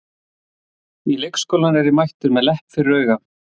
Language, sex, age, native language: Icelandic, male, 40-49, Icelandic